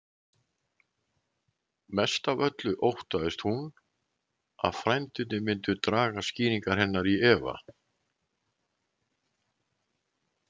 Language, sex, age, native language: Icelandic, male, 70-79, Icelandic